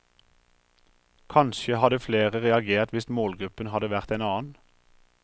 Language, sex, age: Norwegian, male, 43